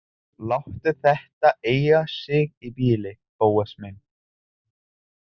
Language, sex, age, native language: Icelandic, male, 20-29, Italian